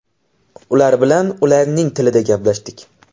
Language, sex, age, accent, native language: Uzbek, male, 12-17, Samarqand, Uzbek